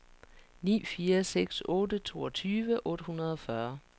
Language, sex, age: Danish, female, 49